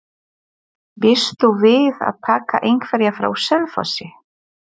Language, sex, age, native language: Icelandic, female, 40-49, Polish